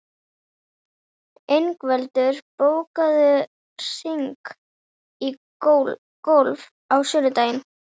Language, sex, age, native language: Icelandic, female, 11, Icelandic